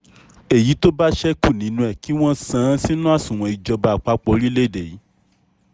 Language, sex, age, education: Yoruba, male, 30-45, tertiary